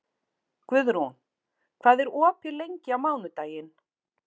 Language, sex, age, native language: Icelandic, female, 40-49, Icelandic